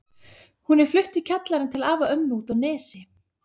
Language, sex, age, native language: Icelandic, female, 30-39, Icelandic